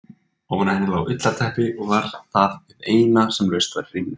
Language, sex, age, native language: Icelandic, male, 20-29, Icelandic